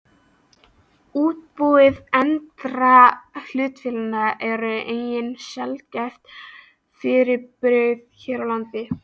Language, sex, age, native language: Icelandic, female, 13, Icelandic